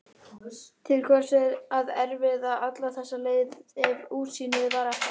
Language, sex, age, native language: Icelandic, male, 18-19, Icelandic